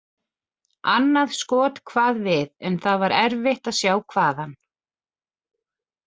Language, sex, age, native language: Icelandic, female, 40-49, Icelandic